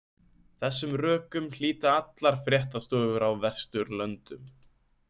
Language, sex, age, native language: Icelandic, male, 20-29, Icelandic